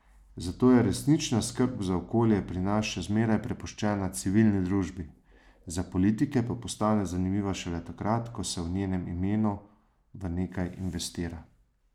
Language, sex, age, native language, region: Slovenian, male, 30-49, Slovenian, Savinja region